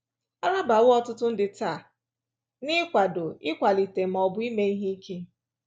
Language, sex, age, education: Igbo, female, 30-45, tertiary